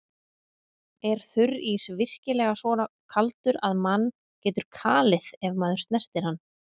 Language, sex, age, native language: Icelandic, female, 30-39, Icelandic